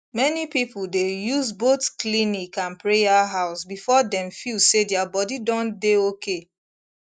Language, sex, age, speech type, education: Nigerian Pidgin, female, 15-29, spontaneous, tertiary